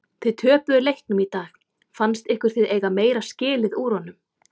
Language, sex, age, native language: Icelandic, female, 30-39, Icelandic